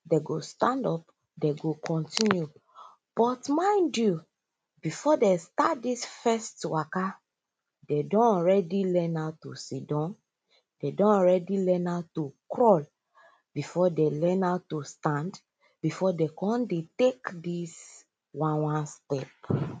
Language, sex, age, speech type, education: Nigerian Pidgin, female, 15-29, spontaneous, tertiary